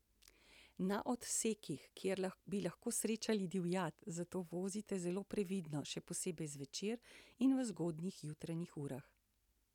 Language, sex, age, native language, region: Slovenian, female, 60+, Slovenian, Central Slovenia